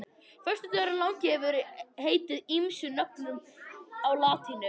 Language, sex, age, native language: Icelandic, male, 21, Icelandic